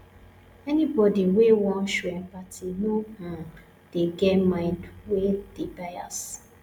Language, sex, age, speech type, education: Nigerian Pidgin, female, 15-29, spontaneous, tertiary